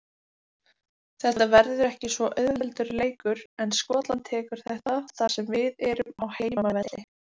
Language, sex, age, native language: Icelandic, female, 20-29, Icelandic